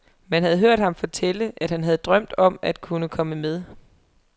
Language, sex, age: Danish, female, 23